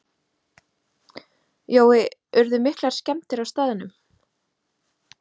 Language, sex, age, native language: Icelandic, female, 30-39, Icelandic